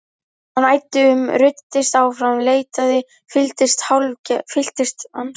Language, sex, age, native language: Icelandic, female, 11, Icelandic